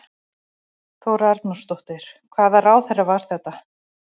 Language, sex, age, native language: Icelandic, female, 40-49, Icelandic